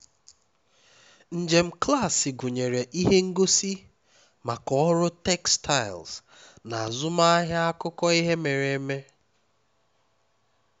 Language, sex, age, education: Igbo, male, 15-29, tertiary